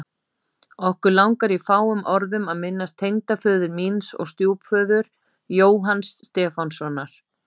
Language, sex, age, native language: Icelandic, female, 50-59, Icelandic